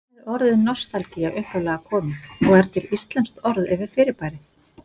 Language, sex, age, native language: Icelandic, female, 50-59, Icelandic